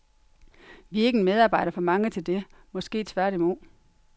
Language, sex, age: Danish, female, 42